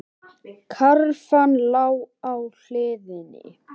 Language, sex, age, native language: Icelandic, male, 18-19, Icelandic